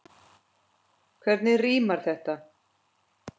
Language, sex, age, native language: Icelandic, female, 10, Icelandic